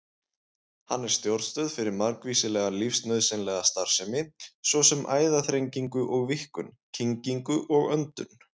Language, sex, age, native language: Icelandic, male, 20-29, Icelandic